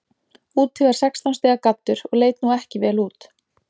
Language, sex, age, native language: Icelandic, female, 20-29, Icelandic